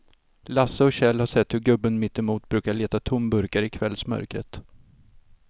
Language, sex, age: Swedish, male, 32